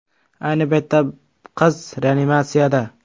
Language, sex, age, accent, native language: Uzbek, male, 25-34, Samarqand, Uzbek